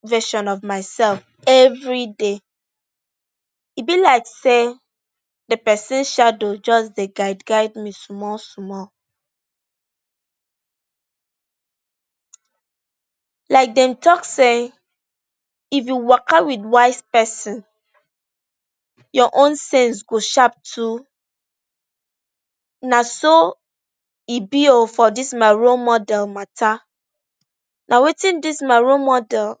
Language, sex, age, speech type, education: Nigerian Pidgin, female, 15-29, spontaneous, tertiary